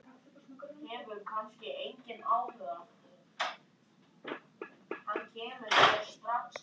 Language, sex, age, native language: Icelandic, female, 9, Icelandic